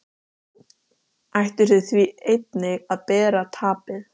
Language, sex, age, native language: Icelandic, female, 13, Icelandic